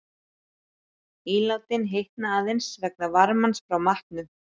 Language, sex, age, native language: Icelandic, female, 30-39, Icelandic